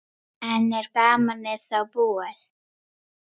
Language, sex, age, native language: Icelandic, female, 9, Icelandic